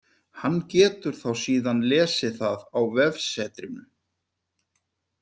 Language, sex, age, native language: Icelandic, male, 50-59, Icelandic